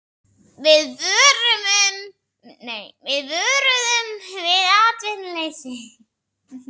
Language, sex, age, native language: Icelandic, female, 40-49, Icelandic